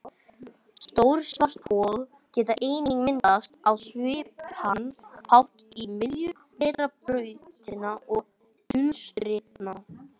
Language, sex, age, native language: Icelandic, male, 18-19, Icelandic